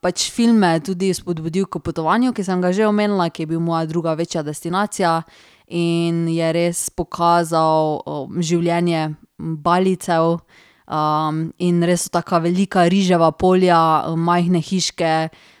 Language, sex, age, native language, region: Slovenian, female, 30-49, Slovenian, Drava region